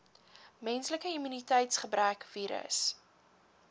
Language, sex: Afrikaans, female